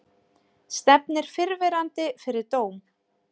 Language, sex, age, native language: Icelandic, female, 30-39, Icelandic